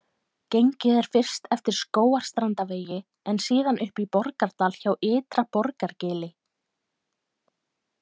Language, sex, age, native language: Icelandic, female, 20-29, Icelandic